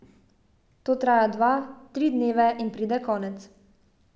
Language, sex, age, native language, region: Slovenian, female, 18-29, Slovenian, Savinja region